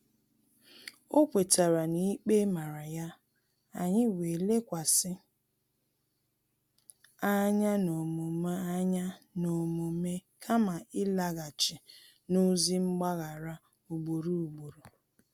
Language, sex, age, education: Igbo, female, 30-45, tertiary